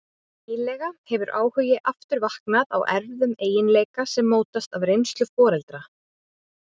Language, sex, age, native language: Icelandic, female, 20-29, Icelandic